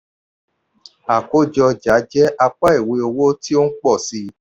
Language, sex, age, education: Yoruba, male, 46-60, tertiary